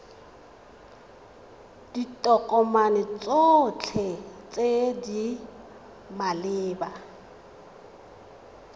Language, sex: Tswana, female